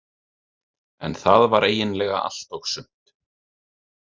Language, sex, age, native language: Icelandic, male, 30-39, Icelandic